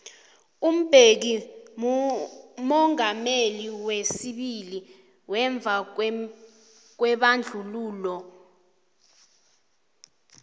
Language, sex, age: South Ndebele, female, 29